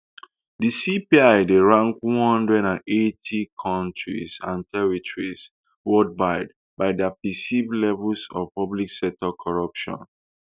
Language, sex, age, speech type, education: Nigerian Pidgin, male, 15-29, spontaneous, tertiary